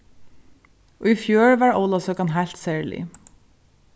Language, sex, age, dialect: Faroese, female, 36-60, Suðurstreymoy